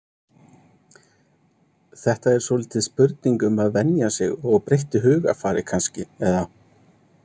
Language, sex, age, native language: Icelandic, male, 30-39, Icelandic